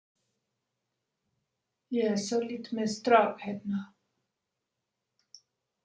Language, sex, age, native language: Icelandic, female, 60-69, English